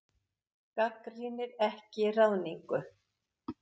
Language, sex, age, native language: Icelandic, female, 60-69, Icelandic